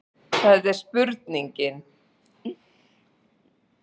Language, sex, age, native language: Icelandic, female, 40-49, Icelandic